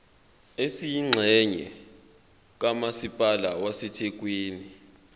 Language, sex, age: Zulu, male, 22